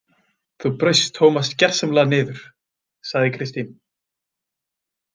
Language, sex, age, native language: Icelandic, male, 20-29, Icelandic